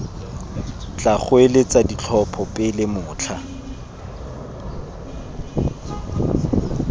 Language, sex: Tswana, male